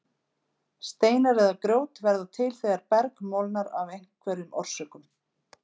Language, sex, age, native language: Icelandic, female, 50-59, Icelandic